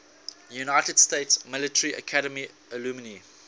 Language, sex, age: English, male, 19